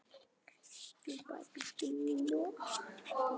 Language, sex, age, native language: Icelandic, male, 10, Icelandic